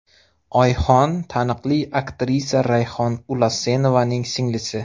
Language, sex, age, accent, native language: Uzbek, male, 25-34, Xorazm, Uzbek